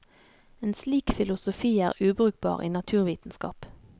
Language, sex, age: Norwegian, female, 32